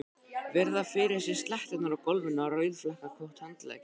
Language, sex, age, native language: Icelandic, male, 12, Icelandic